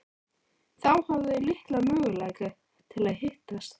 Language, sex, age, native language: Icelandic, male, 13, Icelandic